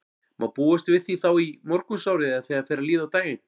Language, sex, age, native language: Icelandic, male, 40-49, Icelandic